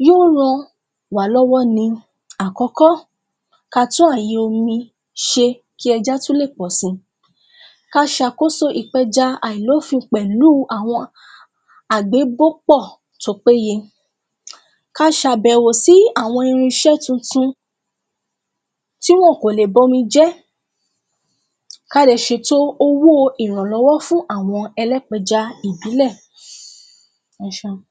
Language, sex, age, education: Yoruba, female, 15-29, tertiary